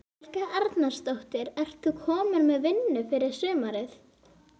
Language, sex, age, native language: Icelandic, female, 11, Icelandic